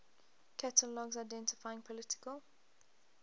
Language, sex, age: English, female, 20